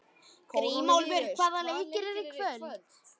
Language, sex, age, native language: Icelandic, female, 12, Icelandic